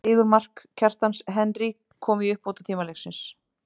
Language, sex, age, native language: Icelandic, female, 30-39, Icelandic